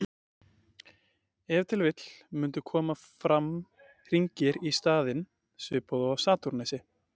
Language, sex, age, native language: Icelandic, male, 20-29, Icelandic